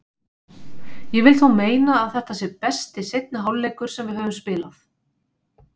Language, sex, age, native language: Icelandic, female, 50-59, Icelandic